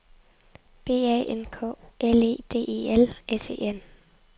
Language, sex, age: Danish, female, 23